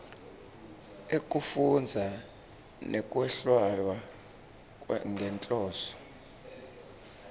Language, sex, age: Swati, male, 26